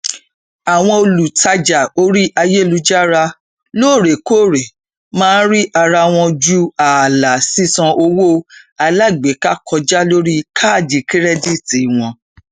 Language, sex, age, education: Yoruba, female, 46-60, tertiary